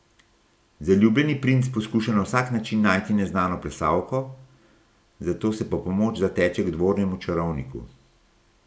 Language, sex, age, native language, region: Slovenian, male, 60+, Slovenian, Gorenjska region